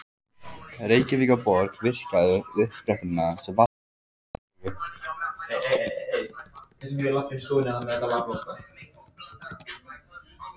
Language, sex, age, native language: Icelandic, male, 14, Icelandic